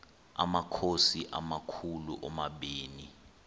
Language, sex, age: Xhosa, male, 23